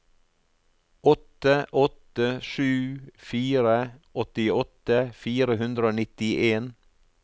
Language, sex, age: Norwegian, male, 48